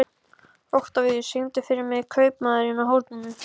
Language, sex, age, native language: Icelandic, male, 14, Icelandic